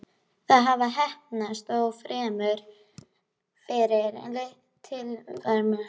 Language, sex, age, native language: Icelandic, female, 12, Icelandic